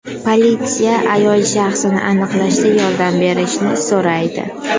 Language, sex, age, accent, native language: Uzbek, female, under 19, Qashqadaryo, Uzbek